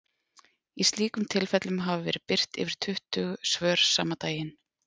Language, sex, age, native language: Icelandic, female, 40-49, Icelandic